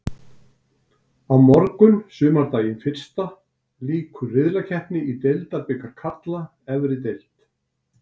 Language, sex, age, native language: Icelandic, male, 60-69, Icelandic